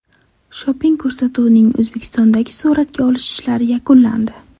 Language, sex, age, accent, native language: Uzbek, female, 12-17, Navoiy, Uzbek